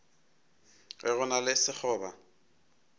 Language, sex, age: Northern Sotho, male, 22